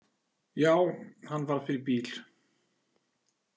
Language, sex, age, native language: Icelandic, male, 40-49, Icelandic